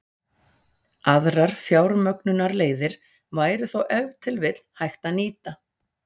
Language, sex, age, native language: Icelandic, female, 40-49, Icelandic